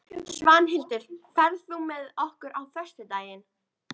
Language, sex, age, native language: Icelandic, female, 13, Icelandic